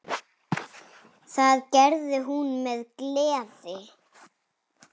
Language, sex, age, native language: Icelandic, female, 7, Icelandic